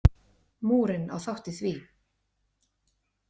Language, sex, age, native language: Icelandic, female, 30-39, Icelandic